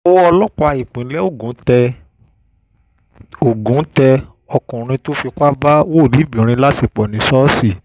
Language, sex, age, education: Yoruba, male, 15-29, tertiary